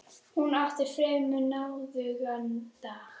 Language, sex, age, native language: Icelandic, female, 10, Icelandic